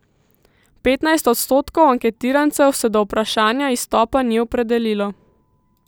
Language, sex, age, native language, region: Slovenian, female, 18-29, Slovenian, Central Slovenia